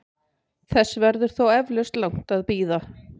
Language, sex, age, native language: Icelandic, female, 50-59, Icelandic